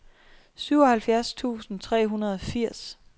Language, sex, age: Danish, female, 23